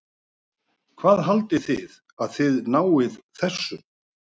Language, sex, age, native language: Icelandic, male, 50-59, Icelandic